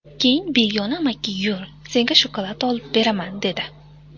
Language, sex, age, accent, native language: Uzbek, female, 18-24, Andijon, Uzbek